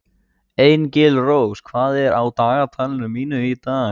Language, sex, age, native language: Icelandic, male, 14, Icelandic